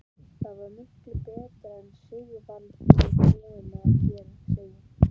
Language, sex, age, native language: Icelandic, male, 11, Icelandic